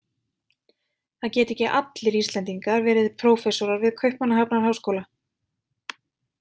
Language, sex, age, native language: Icelandic, female, 20-29, Icelandic